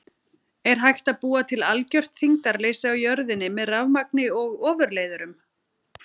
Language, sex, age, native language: Icelandic, female, 40-49, Icelandic